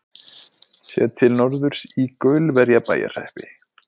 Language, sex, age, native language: Icelandic, male, 20-29, Icelandic